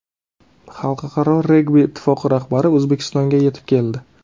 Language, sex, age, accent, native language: Uzbek, male, 30-39, Navoiy, Uzbek